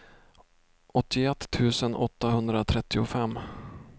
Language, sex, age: Swedish, male, 32